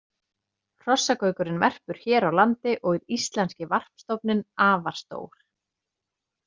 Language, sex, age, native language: Icelandic, female, 30-39, Icelandic